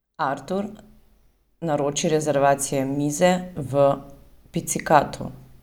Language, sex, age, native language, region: Slovenian, female, 30-49, Slovenian, Savinja region